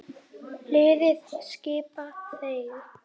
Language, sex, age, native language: Icelandic, male, 8, Icelandic